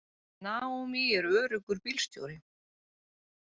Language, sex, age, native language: Icelandic, female, 30-39, Icelandic